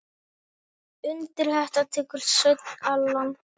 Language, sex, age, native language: Icelandic, male, 9, Icelandic